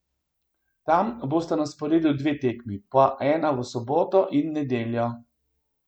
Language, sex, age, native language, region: Slovenian, male, 50-59, Slovenian, Gorenjska region